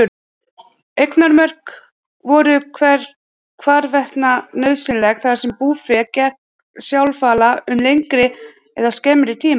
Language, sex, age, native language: Icelandic, female, 30-39, Icelandic